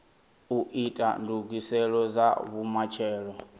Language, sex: Venda, male